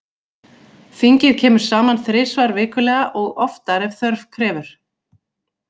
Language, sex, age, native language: Icelandic, female, 40-49, Icelandic